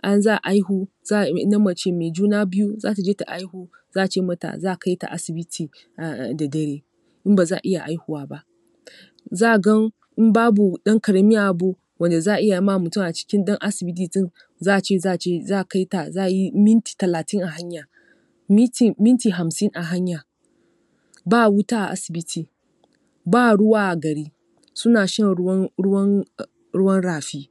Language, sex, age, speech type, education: Hausa, female, 30-45, spontaneous, tertiary